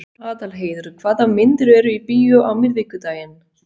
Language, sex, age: Icelandic, female, 40-49